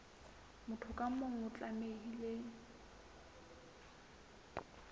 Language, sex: Southern Sotho, female